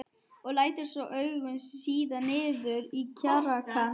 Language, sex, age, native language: Icelandic, female, 11, German